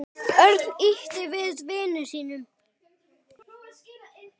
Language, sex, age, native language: Icelandic, male, 10, Icelandic